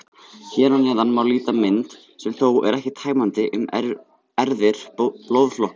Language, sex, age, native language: Icelandic, male, 18-19, Icelandic